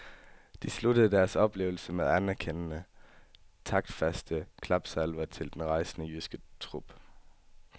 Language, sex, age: Danish, male, 18